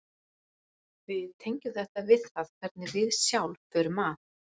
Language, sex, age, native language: Icelandic, female, 40-49, Icelandic